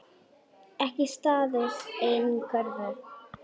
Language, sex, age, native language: Icelandic, female, 10, Icelandic